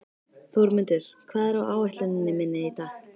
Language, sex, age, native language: Icelandic, female, 13, Icelandic